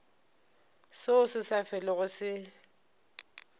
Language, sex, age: Northern Sotho, female, 25